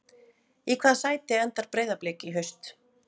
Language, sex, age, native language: Icelandic, female, 40-49, Icelandic